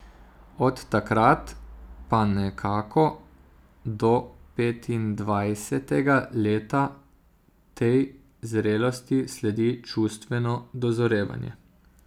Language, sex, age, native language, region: Slovenian, male, 30-49, Slovenian, Zasavska region